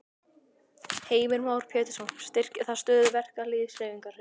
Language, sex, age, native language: Icelandic, male, 12, Icelandic